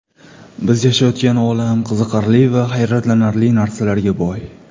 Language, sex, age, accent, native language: Uzbek, male, 25-34, Toshkent shahri, Uzbek